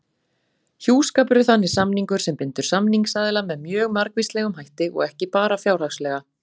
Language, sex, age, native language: Icelandic, female, 40-49, Icelandic